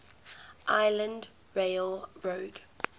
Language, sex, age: English, female, 19